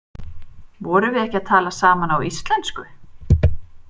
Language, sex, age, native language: Icelandic, female, 30-39, Icelandic